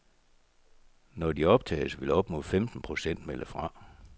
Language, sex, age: Danish, male, 64